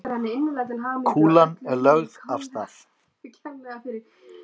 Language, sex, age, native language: Icelandic, other, 50-59, Icelandic